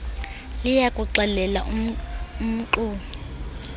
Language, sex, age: Xhosa, female, 22